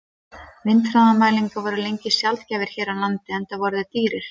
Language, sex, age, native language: Icelandic, female, 30-39, Icelandic